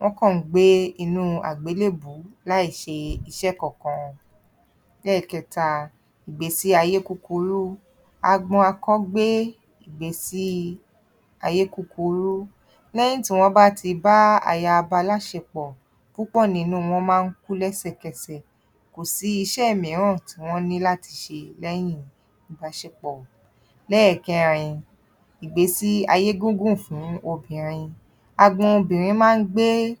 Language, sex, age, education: Yoruba, female, 30-45, tertiary